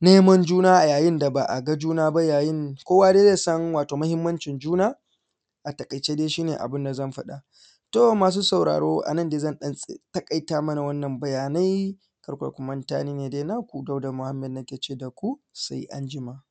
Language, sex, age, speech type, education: Hausa, male, 15-29, spontaneous, secondary